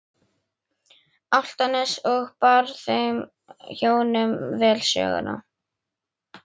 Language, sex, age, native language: Icelandic, female, 11, Icelandic